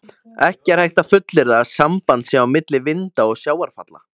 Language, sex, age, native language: Icelandic, male, 20-29, Icelandic